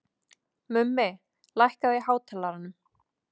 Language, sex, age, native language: Icelandic, female, 30-39, Icelandic